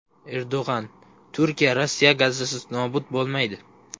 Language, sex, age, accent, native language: Uzbek, male, 18-24, Xorazm, Uzbek